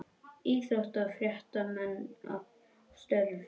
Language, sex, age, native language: Icelandic, male, 21, Icelandic